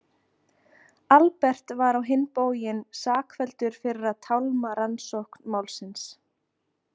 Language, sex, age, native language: Icelandic, female, 20-29, Icelandic